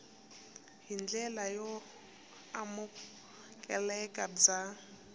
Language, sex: Tsonga, female